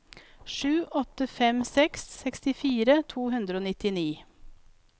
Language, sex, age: Norwegian, female, 42